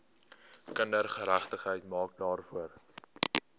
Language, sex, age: Afrikaans, male, 18